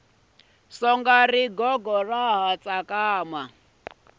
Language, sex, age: Tsonga, male, 26